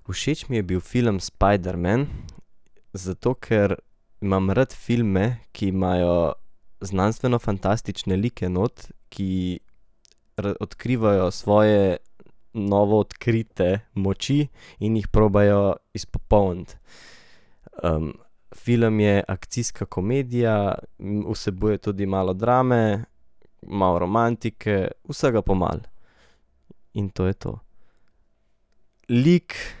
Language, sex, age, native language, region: Slovenian, male, 18-29, Slovenian, Central Slovenia